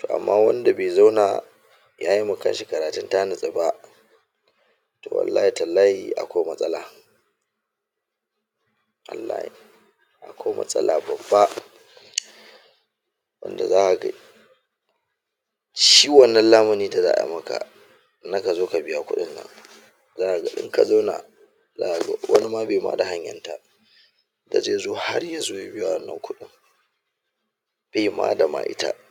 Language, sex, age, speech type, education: Hausa, male, 46-60, spontaneous, tertiary